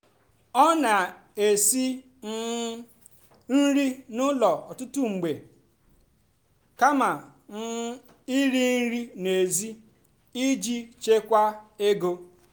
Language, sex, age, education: Igbo, female, 30-45, tertiary